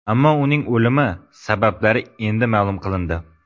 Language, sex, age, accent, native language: Uzbek, male, 18-24, Qoraqalpog'iston, Uzbek